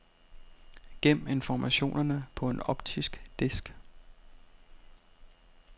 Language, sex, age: Danish, male, 32